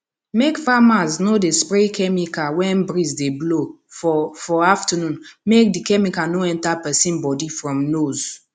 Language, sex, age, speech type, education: Nigerian Pidgin, female, 15-29, spontaneous, tertiary